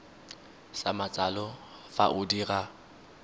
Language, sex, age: Tswana, male, 19